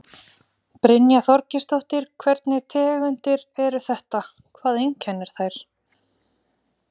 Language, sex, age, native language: Icelandic, female, 20-29, Icelandic